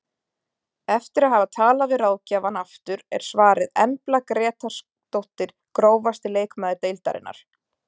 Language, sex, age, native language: Icelandic, female, 30-39, Icelandic